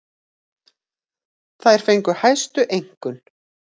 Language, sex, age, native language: Icelandic, female, 40-49, Icelandic